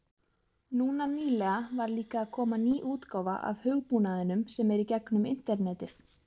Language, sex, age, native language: Icelandic, female, 20-29, Icelandic